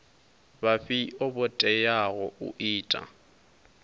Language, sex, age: Venda, male, 22